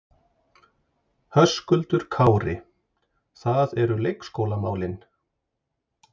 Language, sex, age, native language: Icelandic, male, 30-39, Icelandic